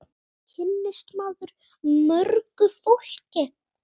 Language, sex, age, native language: Icelandic, female, 8, Icelandic